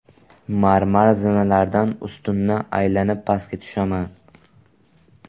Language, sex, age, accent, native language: Uzbek, male, 18-24, Buxoro, Uzbek